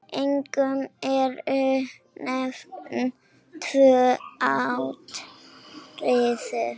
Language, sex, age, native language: Icelandic, female, 10, Icelandic